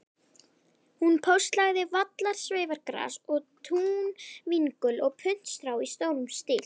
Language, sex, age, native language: Icelandic, male, 11, Icelandic